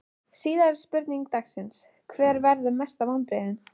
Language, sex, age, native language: Icelandic, female, 13, Icelandic